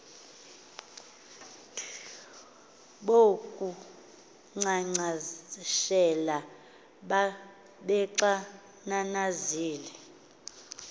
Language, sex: Xhosa, female